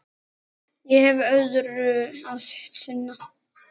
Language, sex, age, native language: Icelandic, male, 9, Icelandic